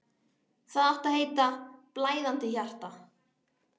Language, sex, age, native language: Icelandic, female, 12, Icelandic